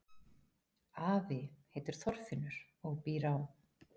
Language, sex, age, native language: Icelandic, female, 40-49, Icelandic